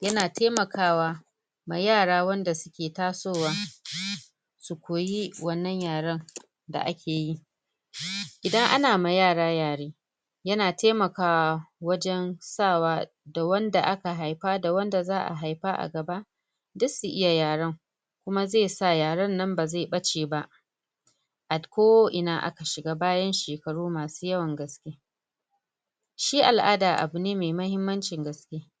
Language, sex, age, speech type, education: Hausa, female, 30-45, spontaneous, tertiary